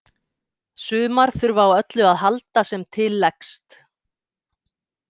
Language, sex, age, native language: Icelandic, female, 50-59, Icelandic